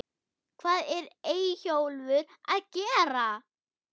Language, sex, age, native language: Icelandic, female, 8, German